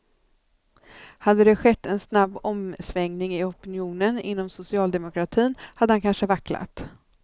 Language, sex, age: Swedish, female, 39